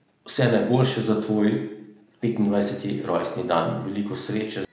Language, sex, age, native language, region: Slovenian, male, 30-49, Slovenian, Central Slovenia